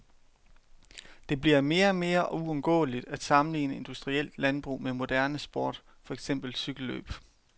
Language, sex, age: Danish, male, 31